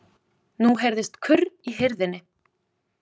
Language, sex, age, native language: Icelandic, female, 20-29, Icelandic